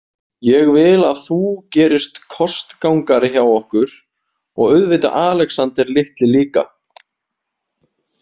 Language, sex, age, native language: Icelandic, male, 20-29, Icelandic